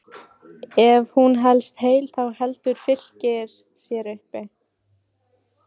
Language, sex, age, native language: Icelandic, female, 18-19, Icelandic